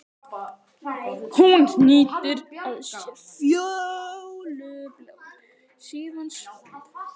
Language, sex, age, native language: Icelandic, male, 11, Icelandic